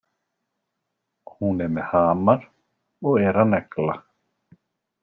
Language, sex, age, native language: Icelandic, male, 40-49, Icelandic